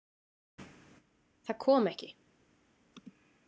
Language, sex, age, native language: Icelandic, female, 30-39, Icelandic